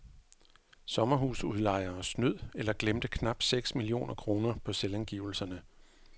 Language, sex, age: Danish, male, 41